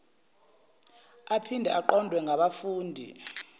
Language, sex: Zulu, female